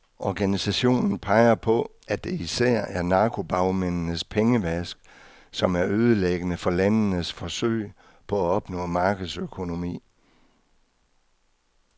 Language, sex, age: Danish, male, 66